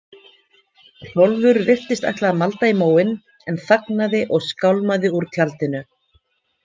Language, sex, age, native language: Icelandic, female, 50-59, Icelandic